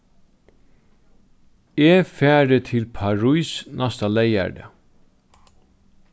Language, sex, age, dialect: Faroese, male, 36-60, Norðurstreymoy/Eysturoy